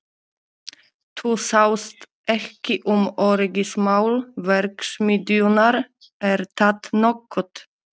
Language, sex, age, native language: Icelandic, female, 30-39, Polish